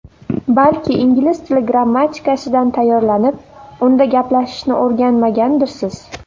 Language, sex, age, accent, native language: Uzbek, female, under 19, Navoiy, Uzbek